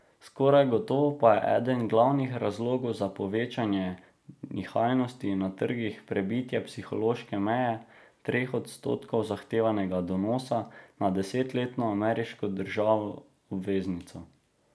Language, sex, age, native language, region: Slovenian, male, 18-29, Slovenian, Drava region